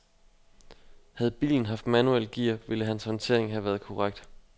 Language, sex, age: Danish, male, 25